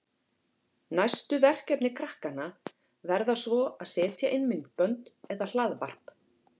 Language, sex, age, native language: Icelandic, female, 40-49, Icelandic